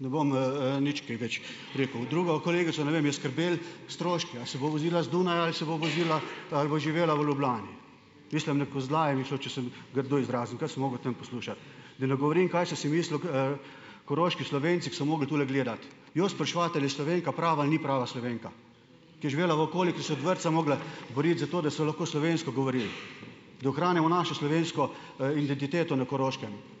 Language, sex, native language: Slovenian, male, Slovenian